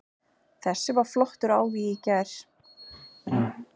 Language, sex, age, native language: Icelandic, female, 40-49, Icelandic